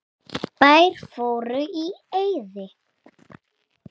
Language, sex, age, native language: Icelandic, female, 6, Icelandic